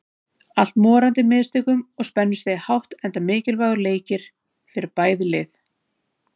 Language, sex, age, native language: Icelandic, female, 30-39, Icelandic